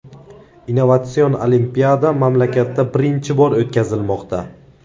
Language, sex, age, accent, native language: Uzbek, male, 18-24, Navoiy, Uzbek